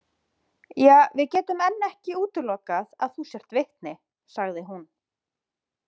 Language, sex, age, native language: Icelandic, female, 30-39, Icelandic